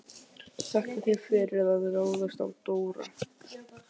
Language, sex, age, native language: Icelandic, male, 12, Icelandic